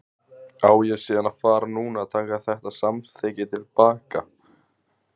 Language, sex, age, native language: Icelandic, male, 20-29, Icelandic